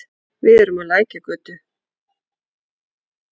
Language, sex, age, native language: Icelandic, female, 40-49, Icelandic